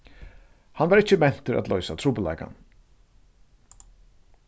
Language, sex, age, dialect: Faroese, male, 36-60, Suðurstreymoy